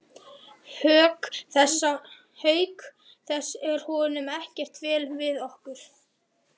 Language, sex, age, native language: Icelandic, male, 11, Icelandic